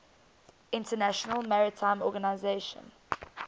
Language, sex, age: English, female, 19